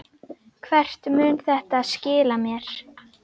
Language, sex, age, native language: Icelandic, female, 10, Icelandic